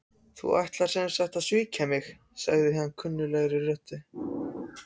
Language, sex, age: Icelandic, other, 14